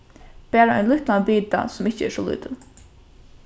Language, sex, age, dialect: Faroese, female, 15-35, Norðuroyggjar